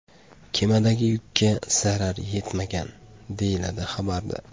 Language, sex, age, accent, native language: Uzbek, male, 25-34, Andijon, Uzbek